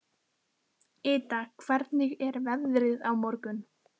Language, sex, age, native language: Icelandic, female, 12, Icelandic